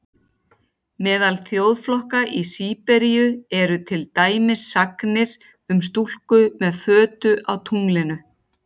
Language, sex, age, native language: Icelandic, female, 40-49, Icelandic